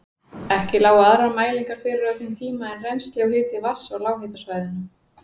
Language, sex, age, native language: Icelandic, female, 40-49, Icelandic